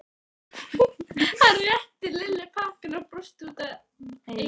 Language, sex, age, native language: Icelandic, female, 13, Icelandic